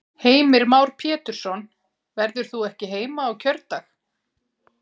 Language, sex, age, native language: Icelandic, female, 40-49, Icelandic